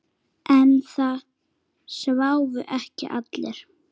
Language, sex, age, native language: Icelandic, female, 9, Icelandic